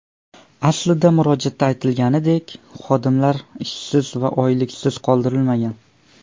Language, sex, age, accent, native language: Uzbek, male, under 19, Surxondaryo, Uzbek